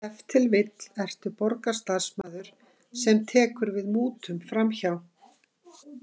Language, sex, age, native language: Icelandic, female, 50-59, Icelandic